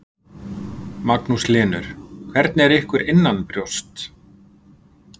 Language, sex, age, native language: Icelandic, male, 50-59, Icelandic